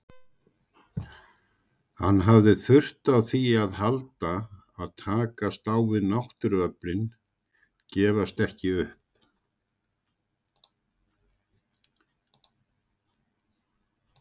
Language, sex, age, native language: Icelandic, male, 60-69, Icelandic